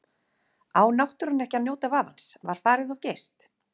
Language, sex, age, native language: Icelandic, female, 30-39, Icelandic